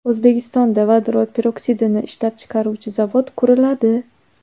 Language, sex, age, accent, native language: Uzbek, female, under 19, Andijon, Uzbek